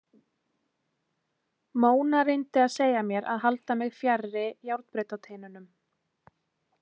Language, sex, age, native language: Icelandic, female, 20-29, Icelandic